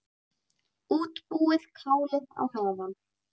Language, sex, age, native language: Icelandic, female, 9, Icelandic